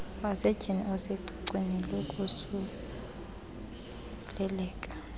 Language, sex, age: Xhosa, female, 26